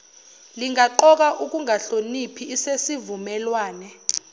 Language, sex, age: Zulu, female, 29